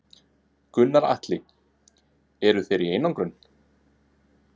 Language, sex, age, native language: Icelandic, male, 30-39, Icelandic